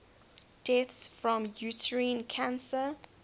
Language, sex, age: English, female, 19